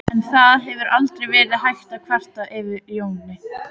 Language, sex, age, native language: Icelandic, female, 12, Icelandic